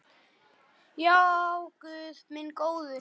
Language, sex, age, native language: Icelandic, male, 10, Icelandic